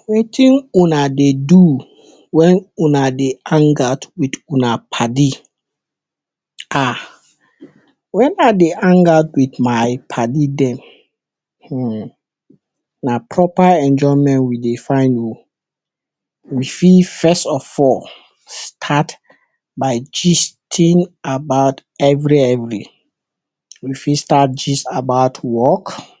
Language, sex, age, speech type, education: Nigerian Pidgin, male, 60+, spontaneous, tertiary